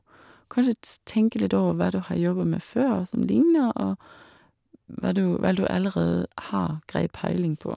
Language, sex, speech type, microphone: Norwegian, female, spontaneous, Shure